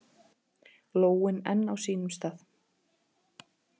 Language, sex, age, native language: Icelandic, female, 30-39, Icelandic